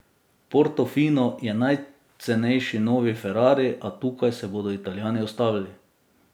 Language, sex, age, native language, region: Slovenian, male, 30-49, Slovenian, Drava region